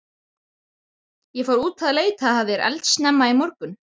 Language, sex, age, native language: Icelandic, male, 12, Icelandic